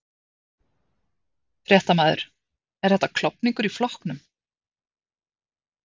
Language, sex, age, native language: Icelandic, female, 50-59, Icelandic